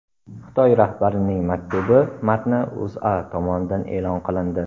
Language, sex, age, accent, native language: Uzbek, male, 18-24, Andijon, Uzbek